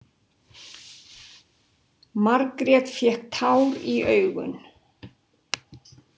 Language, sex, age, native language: Icelandic, female, 60-69, Icelandic